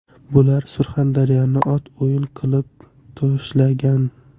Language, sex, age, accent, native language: Uzbek, male, 18-24, Toshkent shahri, Uzbek